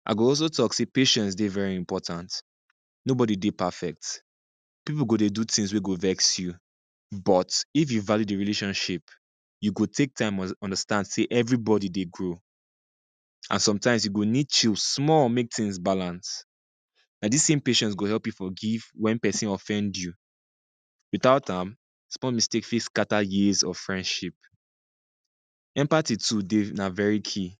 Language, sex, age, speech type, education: Nigerian Pidgin, male, 15-29, spontaneous, secondary